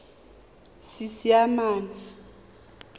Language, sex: Tswana, female